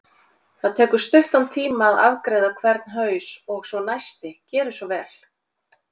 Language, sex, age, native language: Icelandic, female, 40-49, Icelandic